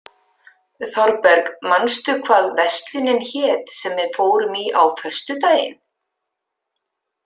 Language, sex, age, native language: Icelandic, female, 50-59, Icelandic